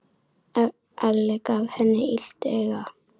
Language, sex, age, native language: Icelandic, female, 10, Icelandic